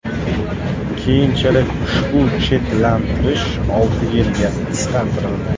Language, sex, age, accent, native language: Uzbek, male, 25-34, Buxoro, Uzbek